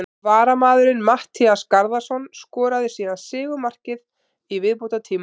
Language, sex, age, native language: Icelandic, female, 30-39, Icelandic